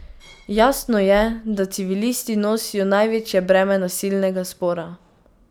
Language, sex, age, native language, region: Slovenian, female, 18-29, Slovenian, Pomurje region